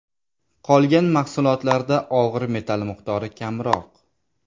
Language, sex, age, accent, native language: Uzbek, male, 18-24, Jizzax, Uzbek